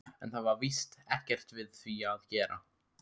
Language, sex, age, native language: Icelandic, male, 15, Icelandic